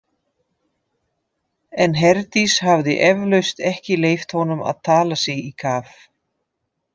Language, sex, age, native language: Icelandic, female, 50-59, Dutch